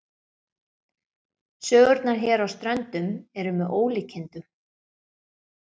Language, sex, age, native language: Icelandic, female, 50-59, Icelandic